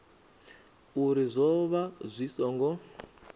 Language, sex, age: Venda, male, 24